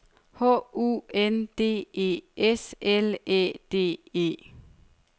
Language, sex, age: Danish, female, 30